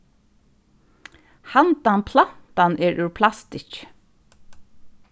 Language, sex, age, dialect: Faroese, female, 36-60, Suðurstreymoy